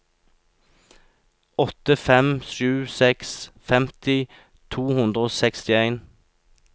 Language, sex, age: Norwegian, male, 36